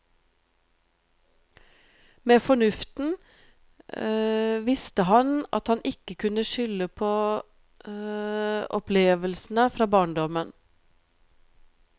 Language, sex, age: Norwegian, female, 42